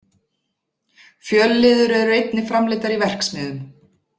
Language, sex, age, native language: Icelandic, female, 40-49, Icelandic